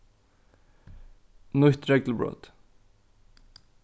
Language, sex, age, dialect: Faroese, male, 15-35, Norðuroyggjar